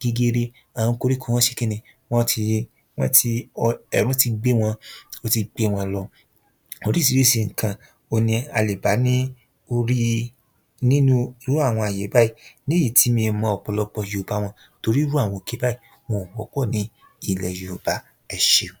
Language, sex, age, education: Yoruba, male, 30-45, tertiary